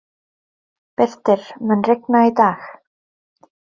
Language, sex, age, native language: Icelandic, female, 30-39, Icelandic